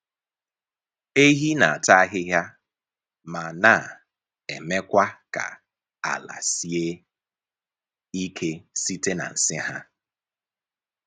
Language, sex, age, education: Igbo, male, 15-29, tertiary